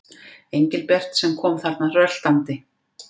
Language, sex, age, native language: Icelandic, female, 50-59, Icelandic